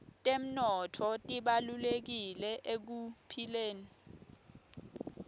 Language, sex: Swati, female